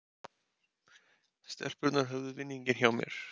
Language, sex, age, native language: Icelandic, male, 30-39, Icelandic